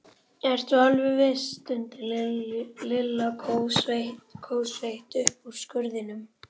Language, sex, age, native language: Icelandic, male, 11, Icelandic